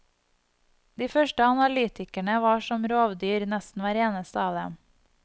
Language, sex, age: Norwegian, female, 25